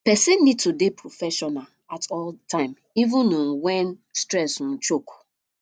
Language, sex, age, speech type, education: Nigerian Pidgin, female, 30-45, spontaneous, tertiary